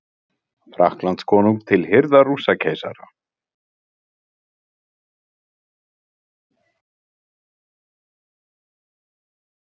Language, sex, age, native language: Icelandic, male, 30-39, Icelandic